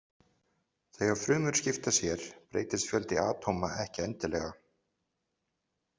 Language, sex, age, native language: Icelandic, male, 40-49, Icelandic